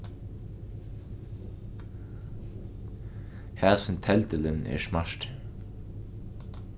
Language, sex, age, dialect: Faroese, male, 15-35, Norðuroyggjar